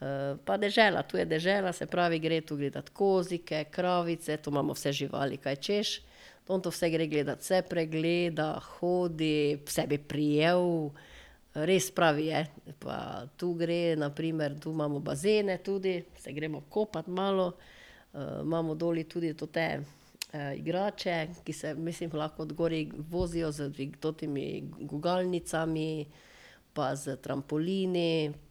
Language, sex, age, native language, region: Slovenian, female, 50-59, Slovenian, Drava region